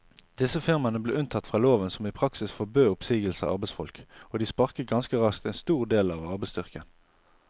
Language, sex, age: Norwegian, male, 28